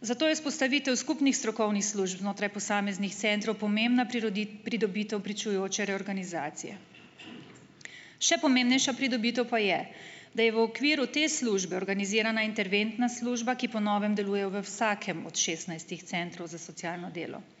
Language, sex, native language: Slovenian, female, Slovenian